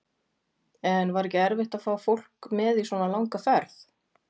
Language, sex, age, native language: Icelandic, female, 40-49, Icelandic